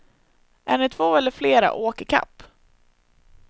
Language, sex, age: Swedish, female, 21